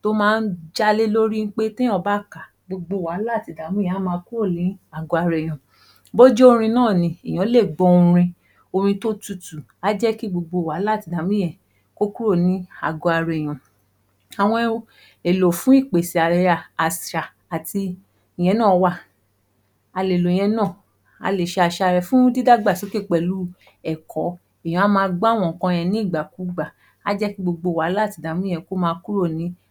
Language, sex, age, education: Yoruba, female, 15-29, tertiary